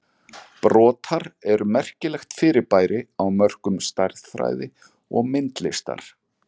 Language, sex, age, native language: Icelandic, male, 40-49, Icelandic